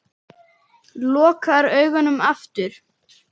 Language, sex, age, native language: Icelandic, male, 10, Icelandic